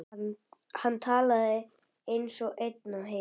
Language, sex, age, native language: Icelandic, female, 11, Icelandic